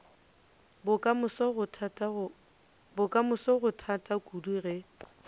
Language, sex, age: Northern Sotho, female, 29